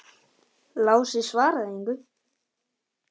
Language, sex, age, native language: Icelandic, male, 10, Icelandic